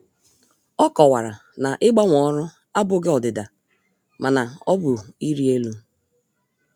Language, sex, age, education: Igbo, female, 30-45, tertiary